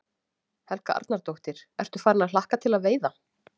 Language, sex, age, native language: Icelandic, female, 40-49, Icelandic